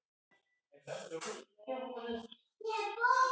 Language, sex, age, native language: Icelandic, male, 7, Icelandic